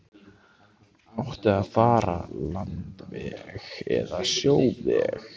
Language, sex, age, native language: Icelandic, male, 15, Icelandic